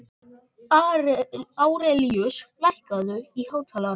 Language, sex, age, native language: Icelandic, male, 14, Icelandic